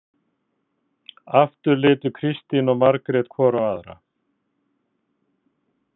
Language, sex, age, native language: Icelandic, male, 50-59, Icelandic